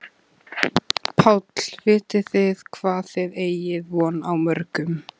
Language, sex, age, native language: Icelandic, female, 15, Icelandic